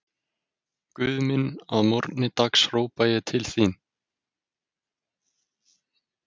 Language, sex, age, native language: Icelandic, male, 20-29, Icelandic